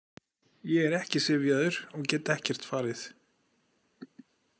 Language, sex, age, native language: Icelandic, male, 40-49, Icelandic